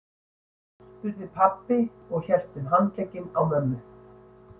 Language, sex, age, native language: Icelandic, female, 60-69, Icelandic